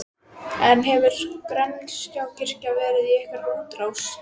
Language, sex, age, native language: Icelandic, female, 12, Icelandic